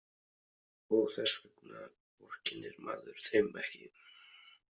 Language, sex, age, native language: Icelandic, male, 30-39, Icelandic